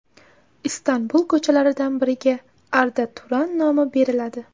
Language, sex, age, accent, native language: Uzbek, female, 18-24, Samarqand, Uzbek